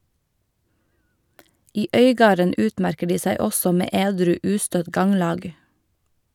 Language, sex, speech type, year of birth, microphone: Norwegian, female, read, 1989, Shure